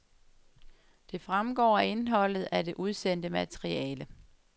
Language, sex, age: Danish, female, 35